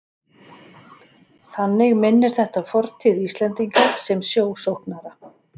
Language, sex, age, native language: Icelandic, female, 40-49, Icelandic